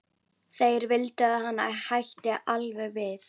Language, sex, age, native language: Icelandic, female, 11, Icelandic